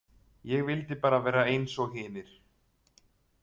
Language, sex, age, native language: Icelandic, male, 30-39, Icelandic